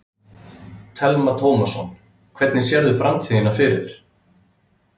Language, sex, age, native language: Icelandic, male, 30-39, Icelandic